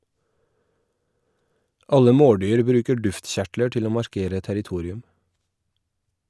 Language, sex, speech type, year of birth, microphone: Norwegian, male, read, 1981, Shure